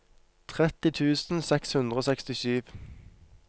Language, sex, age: Norwegian, male, 23